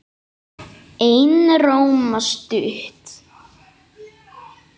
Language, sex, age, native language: Icelandic, male, 8, Icelandic